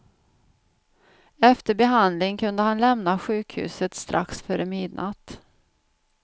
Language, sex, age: Swedish, female, 49